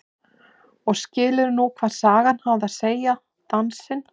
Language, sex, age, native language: Icelandic, male, 11, Icelandic